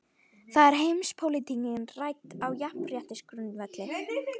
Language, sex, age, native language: Icelandic, female, 12, Icelandic